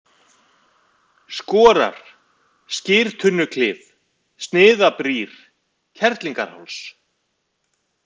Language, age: Icelandic, 50-59